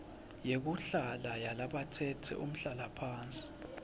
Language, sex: Swati, male